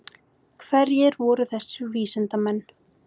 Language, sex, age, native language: Icelandic, female, 18-19, Icelandic